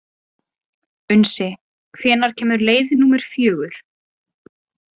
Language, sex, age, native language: Icelandic, female, 20-29, Icelandic